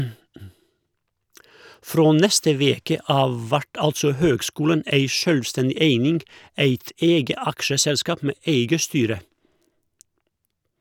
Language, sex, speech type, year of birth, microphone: Norwegian, male, read, 1971, Shure